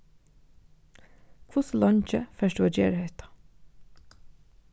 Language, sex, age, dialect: Faroese, female, 15-35, Norðurstreymoy/Eysturoy